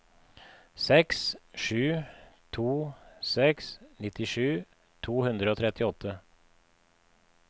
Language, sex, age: Norwegian, male, 53